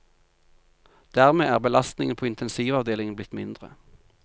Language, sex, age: Norwegian, male, 45